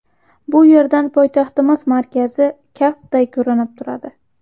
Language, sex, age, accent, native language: Uzbek, female, 12-17, Xorazm, Uzbek